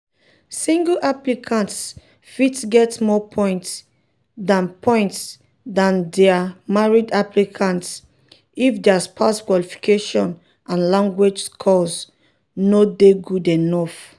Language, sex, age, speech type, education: Nigerian Pidgin, female, 30-45, spontaneous, tertiary